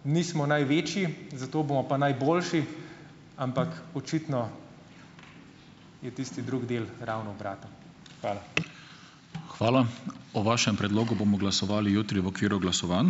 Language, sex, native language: Slovenian, male, Slovenian